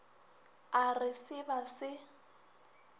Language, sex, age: Northern Sotho, female, 21